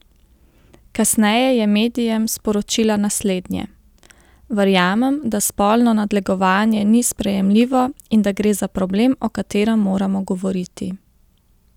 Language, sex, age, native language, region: Slovenian, female, 30-49, Slovenian, Central Slovenia